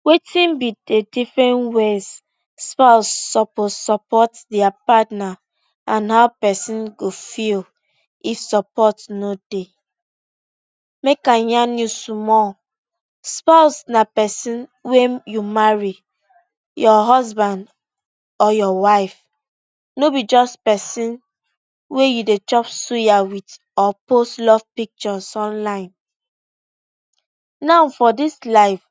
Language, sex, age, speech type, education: Nigerian Pidgin, female, 15-29, spontaneous, tertiary